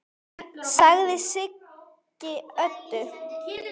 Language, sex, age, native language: Icelandic, male, 10, Icelandic